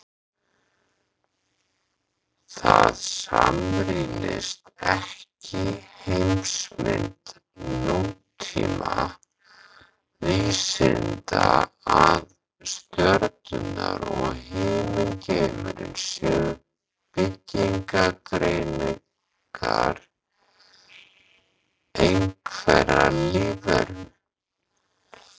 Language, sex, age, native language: Icelandic, male, 30-39, Icelandic